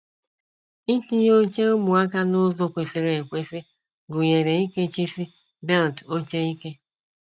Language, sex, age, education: Igbo, female, 30-45, tertiary